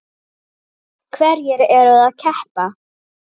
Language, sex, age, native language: Icelandic, female, 8, Icelandic